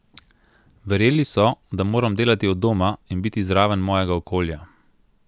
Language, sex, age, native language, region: Slovenian, male, 30-49, Slovenian, Central Slovenia